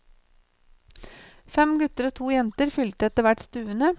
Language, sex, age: Norwegian, female, 28